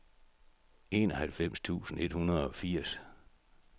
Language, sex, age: Danish, male, 64